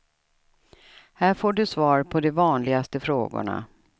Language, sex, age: Swedish, female, 67